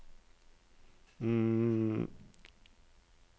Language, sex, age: Norwegian, male, 34